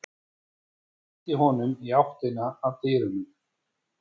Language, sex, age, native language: Icelandic, female, 14, Icelandic